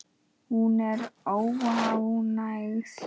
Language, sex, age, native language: Icelandic, male, 9, Icelandic